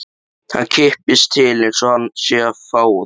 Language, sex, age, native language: Icelandic, male, 13, Icelandic